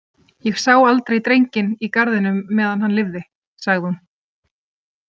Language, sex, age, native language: Icelandic, female, 30-39, Icelandic